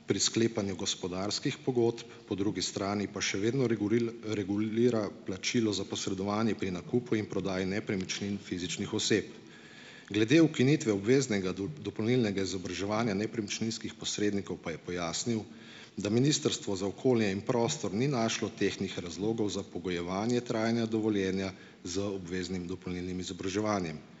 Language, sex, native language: Slovenian, male, Slovenian